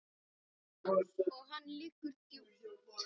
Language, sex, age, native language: Icelandic, male, 8, Icelandic